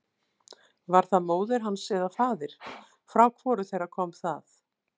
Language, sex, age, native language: Icelandic, female, 60-69, Icelandic